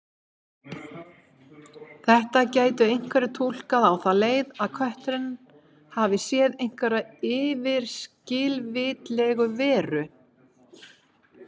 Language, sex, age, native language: Icelandic, female, 50-59, Icelandic